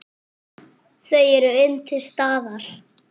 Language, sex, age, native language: Icelandic, male, 8, French